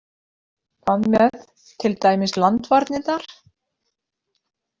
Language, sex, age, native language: Icelandic, female, 50-59, Icelandic